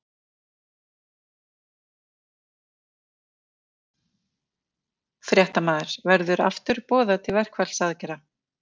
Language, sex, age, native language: Icelandic, female, 50-59, Icelandic